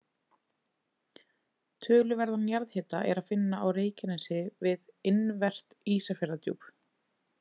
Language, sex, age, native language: Icelandic, female, 20-29, Icelandic